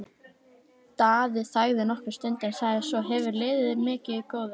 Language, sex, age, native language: Icelandic, female, 11, Icelandic